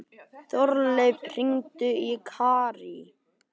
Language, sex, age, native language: Icelandic, male, 11, Icelandic